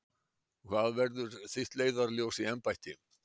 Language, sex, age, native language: Icelandic, male, 60-69, Icelandic